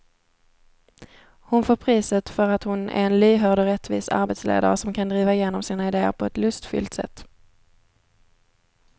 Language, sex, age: Swedish, female, 17